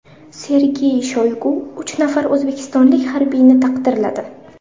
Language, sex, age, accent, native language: Uzbek, female, 18-24, Samarqand, Uzbek